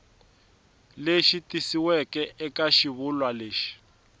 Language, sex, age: Tsonga, male, 24